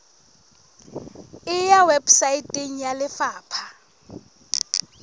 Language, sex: Southern Sotho, female